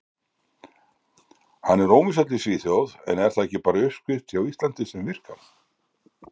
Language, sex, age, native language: Icelandic, male, 60-69, Icelandic